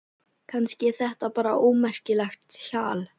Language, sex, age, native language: Icelandic, female, 11, Icelandic